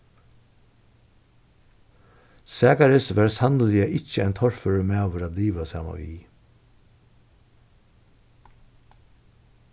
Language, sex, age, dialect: Faroese, male, 61+, Suðurstreymoy